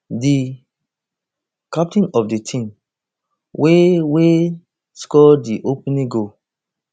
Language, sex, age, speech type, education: Nigerian Pidgin, male, 30-45, spontaneous, tertiary